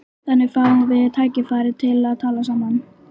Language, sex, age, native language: Icelandic, female, 12, Icelandic